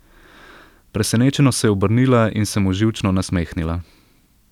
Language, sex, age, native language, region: Slovenian, male, 18-29, Slovenian, Central Slovenia